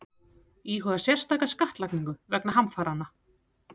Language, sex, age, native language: Icelandic, female, 30-39, Icelandic